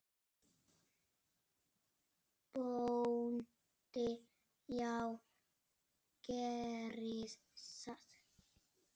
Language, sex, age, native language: Icelandic, male, 6, Icelandic